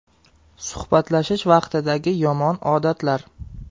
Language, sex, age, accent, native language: Uzbek, male, 18-24, Andijon, Uzbek